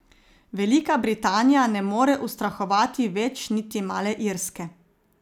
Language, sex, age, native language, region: Slovenian, female, 30-49, Slovenian, Zasavska region